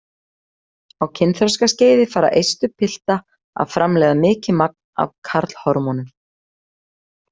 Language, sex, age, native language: Icelandic, female, 40-49, Icelandic